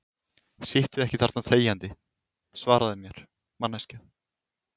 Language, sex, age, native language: Icelandic, male, 20-29, Icelandic